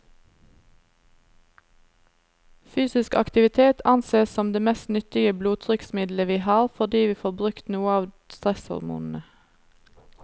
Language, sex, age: Norwegian, female, 27